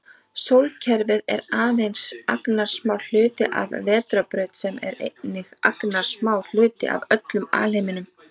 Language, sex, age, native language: Icelandic, female, 30-39, Icelandic